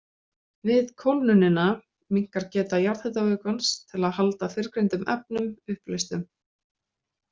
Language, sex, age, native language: Icelandic, female, 20-29, Icelandic